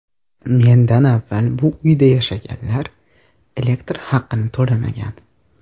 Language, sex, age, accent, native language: Uzbek, male, under 19, Toshkent shahri, Uzbek